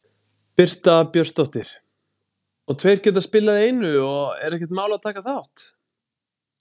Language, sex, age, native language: Icelandic, male, 20-29, Icelandic